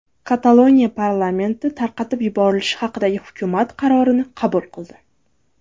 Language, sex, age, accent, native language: Uzbek, female, 19-29, Navoiy, Uzbek